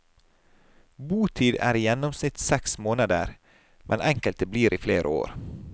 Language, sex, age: Norwegian, male, 30